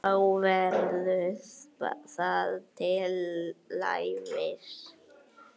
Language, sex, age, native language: Icelandic, female, 8, Icelandic